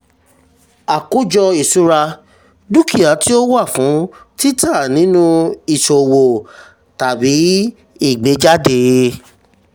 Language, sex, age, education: Yoruba, male, 30-45, tertiary